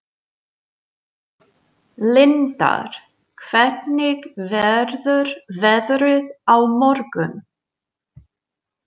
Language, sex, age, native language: Icelandic, female, 40-49, English